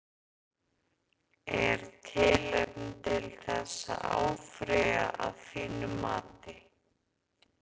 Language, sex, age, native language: Icelandic, female, 30-39, Icelandic